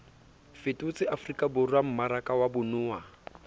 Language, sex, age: Southern Sotho, male, 27